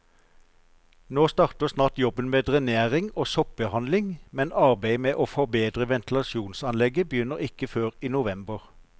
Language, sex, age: Norwegian, male, 54